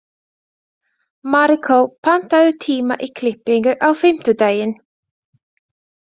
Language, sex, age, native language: Icelandic, female, 20-29, Latvian